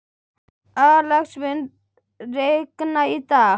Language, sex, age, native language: Icelandic, female, 12, Icelandic